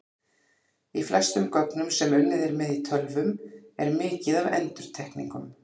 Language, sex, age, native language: Icelandic, female, 40-49, Icelandic